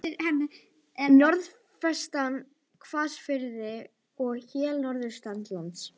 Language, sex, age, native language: Icelandic, female, 18-19, Icelandic